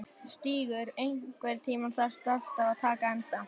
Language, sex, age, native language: Icelandic, male, 11, Icelandic